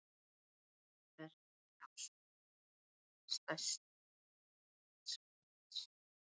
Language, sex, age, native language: Icelandic, female, 30-39, Icelandic